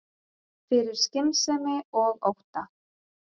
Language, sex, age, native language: Icelandic, female, 30-39, Icelandic